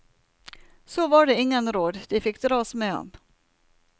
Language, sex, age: Norwegian, female, 47